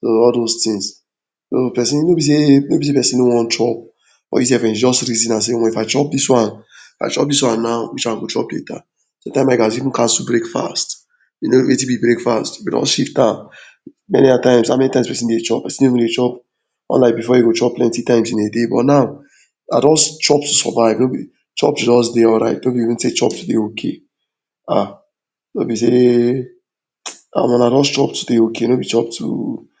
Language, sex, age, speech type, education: Nigerian Pidgin, male, 46-60, spontaneous, tertiary